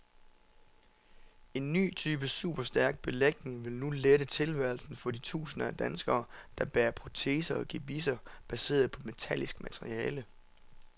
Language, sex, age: Danish, male, 27